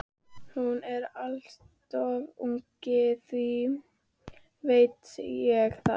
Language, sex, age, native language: Icelandic, female, 13, Icelandic